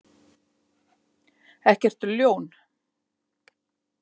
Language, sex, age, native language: Icelandic, female, 50-59, Icelandic